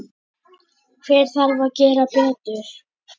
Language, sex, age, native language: Icelandic, male, 10, Icelandic